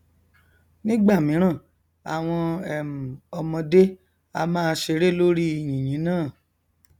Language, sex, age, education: Yoruba, male, 30-45, tertiary